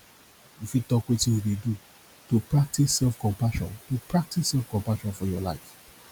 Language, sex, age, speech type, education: Nigerian Pidgin, male, 30-45, spontaneous, tertiary